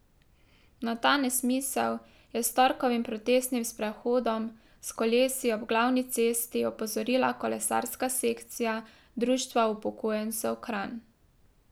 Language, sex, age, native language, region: Slovenian, female, 18-29, Slovenian, Drava region